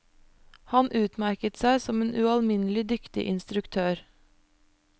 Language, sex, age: Norwegian, female, 25